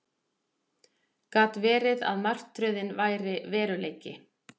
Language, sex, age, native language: Icelandic, female, 40-49, Icelandic